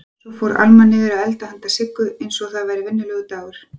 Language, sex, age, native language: Icelandic, female, 40-49, Icelandic